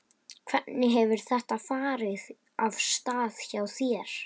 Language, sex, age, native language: Icelandic, male, 11, Icelandic